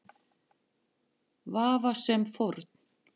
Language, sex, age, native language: Icelandic, male, 10, Icelandic